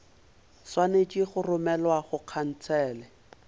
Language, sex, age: Northern Sotho, male, 22